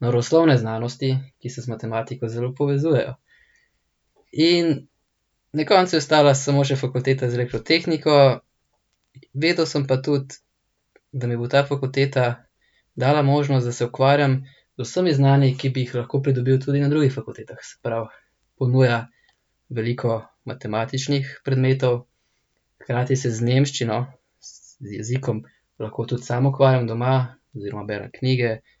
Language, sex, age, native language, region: Slovenian, male, 18-29, Slovenian, Central Slovenia